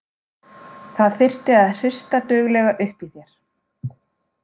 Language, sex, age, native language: Icelandic, female, 40-49, Icelandic